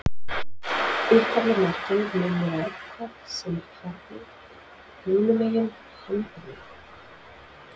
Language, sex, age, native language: Icelandic, female, 40-49, Icelandic